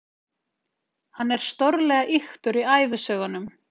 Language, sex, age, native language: Icelandic, female, 30-39, Icelandic